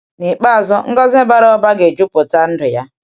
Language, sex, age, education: Igbo, female, 46-60, tertiary